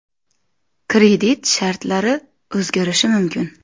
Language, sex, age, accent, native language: Uzbek, female, 25-34, Xorazm, Uzbek